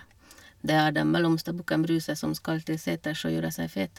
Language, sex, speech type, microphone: Norwegian, female, spontaneous, Shure